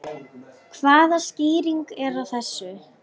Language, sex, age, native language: Icelandic, female, 9, Icelandic